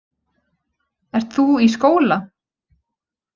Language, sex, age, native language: Icelandic, female, 20-29, Icelandic